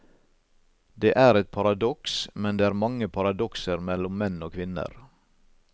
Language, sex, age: Norwegian, male, 56